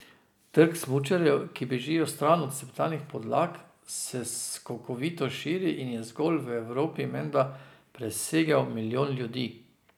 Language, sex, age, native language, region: Slovenian, male, 50-59, Slovenian, Drava region